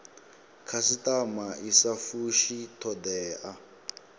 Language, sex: Venda, male